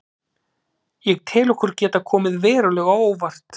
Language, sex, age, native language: Icelandic, male, 30-39, Icelandic